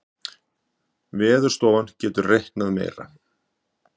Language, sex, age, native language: Icelandic, male, 50-59, Icelandic